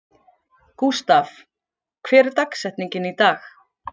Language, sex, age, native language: Icelandic, female, 40-49, Icelandic